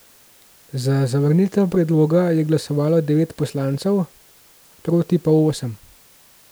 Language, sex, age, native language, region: Slovenian, male, 18-29, Slovenian, Gorenjska region